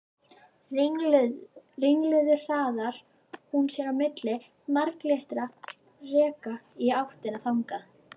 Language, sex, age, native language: Icelandic, female, 11, Icelandic